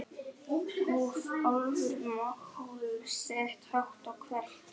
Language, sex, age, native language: Icelandic, male, 11, Icelandic